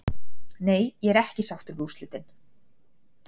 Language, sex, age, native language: Icelandic, female, 40-49, Icelandic